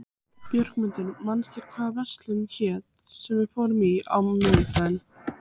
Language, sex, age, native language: Icelandic, female, 15, Icelandic